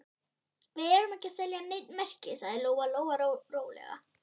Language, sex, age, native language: Icelandic, female, 13, Icelandic